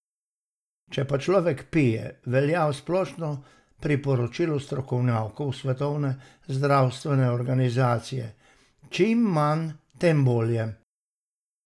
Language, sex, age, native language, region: Slovenian, male, 60+, Slovenian, Savinja region